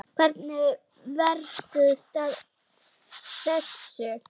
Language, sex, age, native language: Icelandic, female, 8, Icelandic